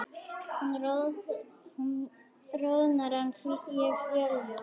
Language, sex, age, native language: Icelandic, female, 9, Icelandic